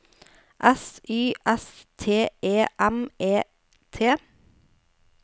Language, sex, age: Norwegian, female, 29